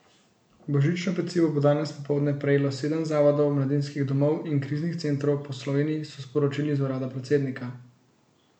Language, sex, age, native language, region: Slovenian, male, 18-29, Slovenian, Central Slovenia